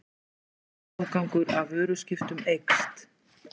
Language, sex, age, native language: Icelandic, female, 50-59, Icelandic